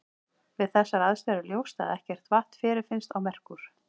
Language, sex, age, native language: Icelandic, female, 40-49, Icelandic